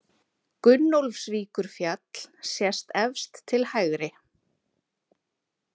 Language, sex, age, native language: Icelandic, female, 30-39, Icelandic